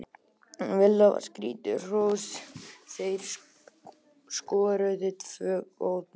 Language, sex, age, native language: Icelandic, male, 18-19, Icelandic